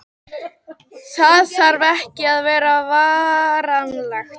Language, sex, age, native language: Icelandic, female, 18-19, Icelandic